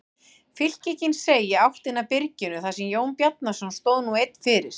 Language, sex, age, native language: Icelandic, female, 40-49, Icelandic